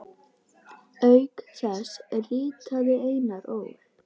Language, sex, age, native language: Icelandic, female, 10, Icelandic